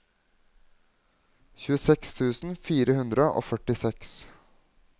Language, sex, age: Norwegian, male, 21